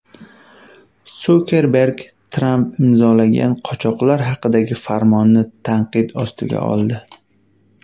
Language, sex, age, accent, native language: Uzbek, male, 19-29, Qashqadaryo, Uzbek